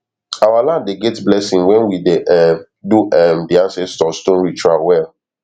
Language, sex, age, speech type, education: Nigerian Pidgin, male, 15-29, spontaneous, tertiary